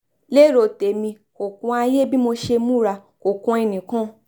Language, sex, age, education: Yoruba, female, 15-29, tertiary